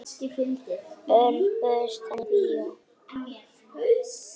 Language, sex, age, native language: Icelandic, female, 9, Icelandic